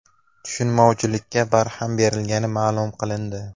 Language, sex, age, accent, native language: Uzbek, male, 19-29, Namangan, Uzbek